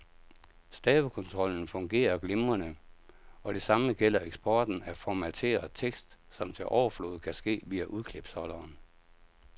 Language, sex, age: Danish, male, 57